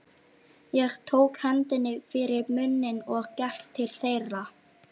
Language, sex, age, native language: Icelandic, female, 13, Icelandic